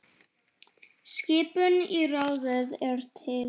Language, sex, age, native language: Icelandic, female, 10, Icelandic